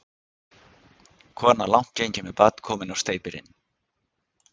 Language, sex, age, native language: Icelandic, male, 60-69, Icelandic